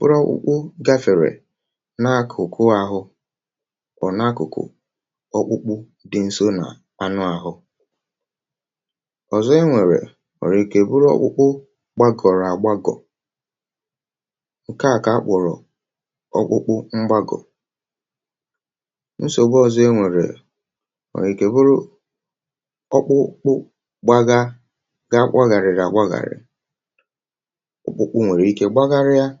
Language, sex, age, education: Igbo, male, 30-45, tertiary